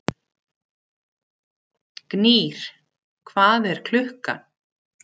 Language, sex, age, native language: Icelandic, female, 60-69, Icelandic